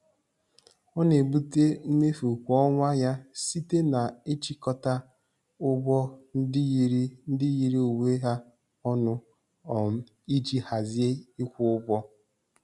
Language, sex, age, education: Igbo, male, 15-29, tertiary